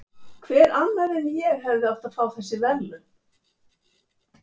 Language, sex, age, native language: Icelandic, female, 70-79, Icelandic